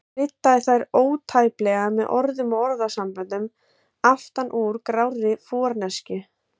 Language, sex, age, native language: Icelandic, female, 20-29, Icelandic